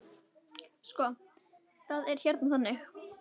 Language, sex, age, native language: Icelandic, female, 10, Icelandic